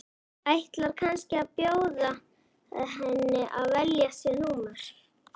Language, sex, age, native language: Icelandic, male, 11, Icelandic